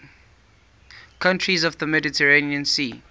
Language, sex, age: English, male, 18